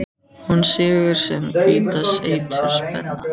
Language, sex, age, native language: Icelandic, female, 14, Icelandic